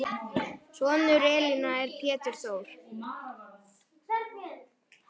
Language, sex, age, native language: Icelandic, male, 9, Icelandic